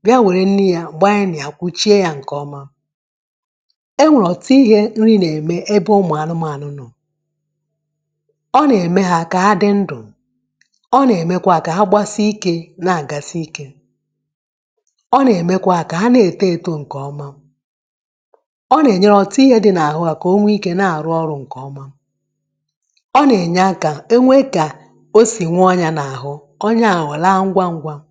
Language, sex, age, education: Igbo, female, 30-45, tertiary